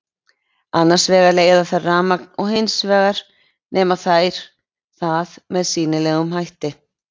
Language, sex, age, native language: Icelandic, female, 20-29, Icelandic